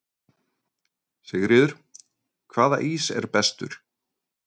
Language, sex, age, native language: Icelandic, male, 30-39, Icelandic